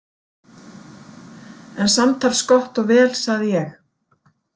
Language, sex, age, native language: Icelandic, female, 40-49, Icelandic